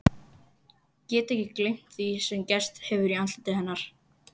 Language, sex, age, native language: Icelandic, female, 11, Icelandic